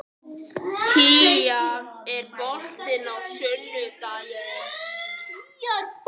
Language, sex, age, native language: Icelandic, male, 11, Icelandic